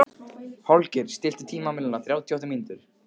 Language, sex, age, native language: Icelandic, male, 15, Icelandic